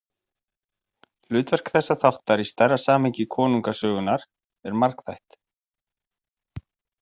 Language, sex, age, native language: Icelandic, male, 40-49, Icelandic